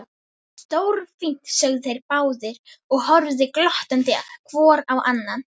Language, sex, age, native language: Icelandic, female, 11, Icelandic